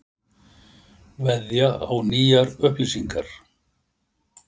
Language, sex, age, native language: Icelandic, male, 60-69, Icelandic